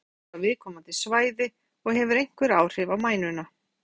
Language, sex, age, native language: Icelandic, female, 40-49, Icelandic